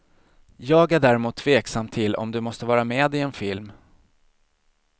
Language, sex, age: Swedish, male, 40